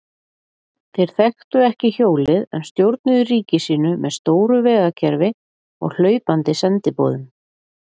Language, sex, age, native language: Icelandic, female, 40-49, Icelandic